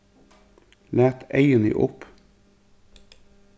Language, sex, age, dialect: Faroese, male, 36-60, Suðurstreymoy